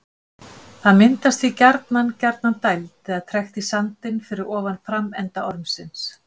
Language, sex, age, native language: Icelandic, female, 50-59, Icelandic